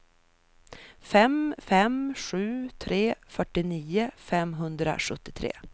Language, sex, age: Swedish, female, 33